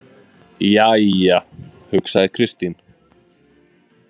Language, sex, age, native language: Icelandic, male, 20-29, Icelandic